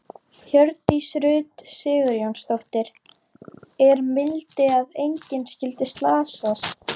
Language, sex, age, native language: Icelandic, female, 12, Icelandic